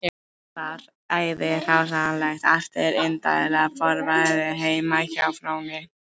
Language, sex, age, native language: Icelandic, female, 18-19, Icelandic